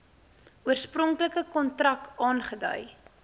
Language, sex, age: Afrikaans, female, 18